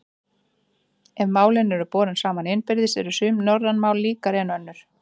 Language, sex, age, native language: Icelandic, female, 30-39, Icelandic